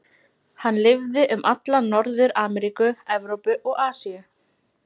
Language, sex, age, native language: Icelandic, female, 20-29, Icelandic